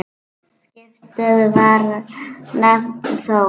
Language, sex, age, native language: Icelandic, female, 9, Icelandic